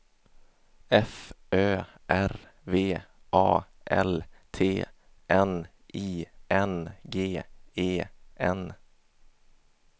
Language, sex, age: Swedish, male, 27